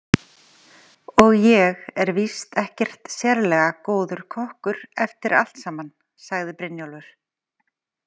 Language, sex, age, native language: Icelandic, female, 40-49, Icelandic